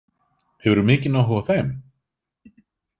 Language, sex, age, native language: Icelandic, male, 30-39, Icelandic